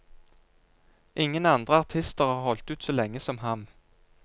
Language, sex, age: Norwegian, male, 22